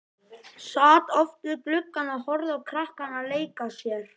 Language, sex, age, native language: Icelandic, male, 11, Icelandic